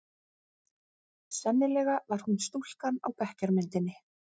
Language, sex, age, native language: Icelandic, female, 30-39, Icelandic